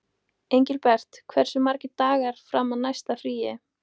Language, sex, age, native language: Icelandic, female, 18-19, Icelandic